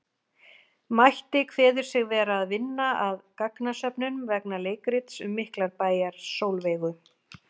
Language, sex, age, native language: Icelandic, female, 40-49, Icelandic